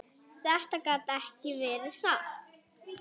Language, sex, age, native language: Icelandic, male, 8, Icelandic